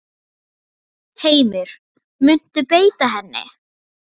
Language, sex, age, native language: Icelandic, female, 8, Icelandic